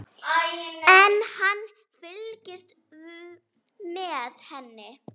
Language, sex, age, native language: Icelandic, female, 5, Icelandic